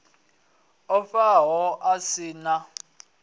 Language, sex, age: Venda, male, 20